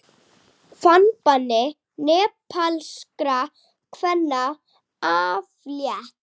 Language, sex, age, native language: Icelandic, female, 30-39, Icelandic